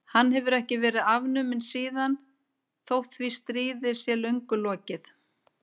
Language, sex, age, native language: Icelandic, female, 50-59, Icelandic